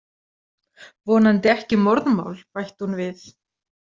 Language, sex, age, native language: Icelandic, female, 40-49, Icelandic